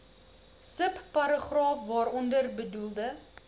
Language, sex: Afrikaans, female